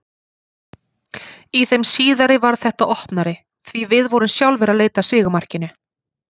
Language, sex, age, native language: Icelandic, female, 40-49, Icelandic